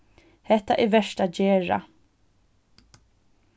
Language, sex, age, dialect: Faroese, female, 15-35, Suðurstreymoy